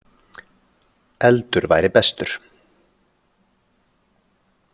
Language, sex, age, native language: Icelandic, male, 40-49, Icelandic